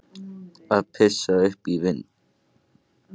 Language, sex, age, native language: Icelandic, male, 18-19, Icelandic